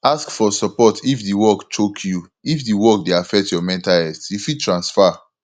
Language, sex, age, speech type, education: Nigerian Pidgin, male, 15-29, spontaneous, tertiary